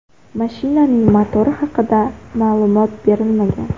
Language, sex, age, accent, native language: Uzbek, female, under 19, Xorazm, Uzbek